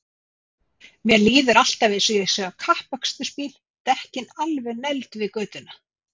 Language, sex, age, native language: Icelandic, female, 50-59, Icelandic